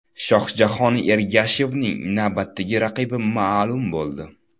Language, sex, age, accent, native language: Uzbek, male, under 19, Toshkent viloyati, Uzbek